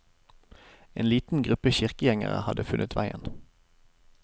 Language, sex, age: Norwegian, male, 25